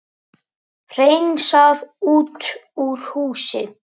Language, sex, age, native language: Icelandic, female, 70-79, Icelandic